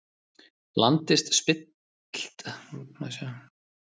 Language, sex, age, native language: Icelandic, male, 30-39, Icelandic